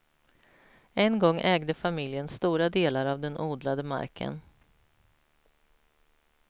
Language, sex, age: Swedish, female, 46